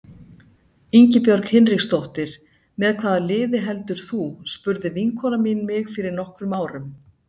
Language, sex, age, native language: Icelandic, female, 60-69, Icelandic